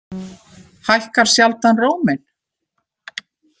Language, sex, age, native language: Icelandic, female, 50-59, Icelandic